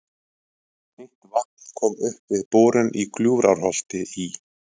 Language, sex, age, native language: Icelandic, male, 30-39, Icelandic